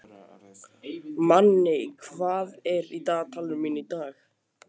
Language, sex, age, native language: Icelandic, male, 15, Icelandic